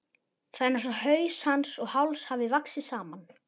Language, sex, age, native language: Icelandic, male, 11, Icelandic